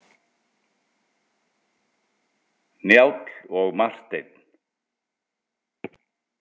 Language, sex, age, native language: Icelandic, male, 60-69, Icelandic